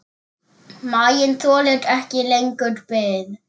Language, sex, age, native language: Icelandic, male, 7, Icelandic